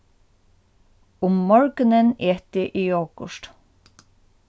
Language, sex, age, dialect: Faroese, female, 36-60, Norðurstreymoy/Eysturoy